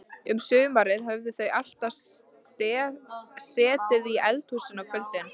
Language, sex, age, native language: Icelandic, female, 13, Icelandic